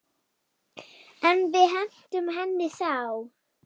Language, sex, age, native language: Icelandic, female, 8, Icelandic